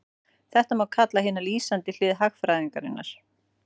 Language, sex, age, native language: Icelandic, female, 40-49, Icelandic